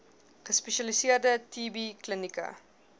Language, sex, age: Afrikaans, female, 21